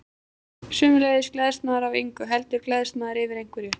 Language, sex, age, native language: Icelandic, female, 20-29, Icelandic